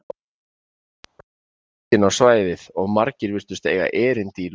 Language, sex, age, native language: Icelandic, male, 30-39, Icelandic